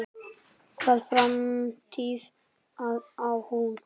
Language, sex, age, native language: Icelandic, male, 10, Icelandic